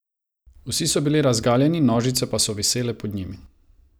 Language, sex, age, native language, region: Slovenian, male, 30-49, Croatian, Savinja region